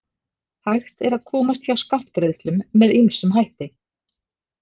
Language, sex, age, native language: Icelandic, female, 50-59, Icelandic